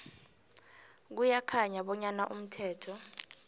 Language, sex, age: South Ndebele, female, 26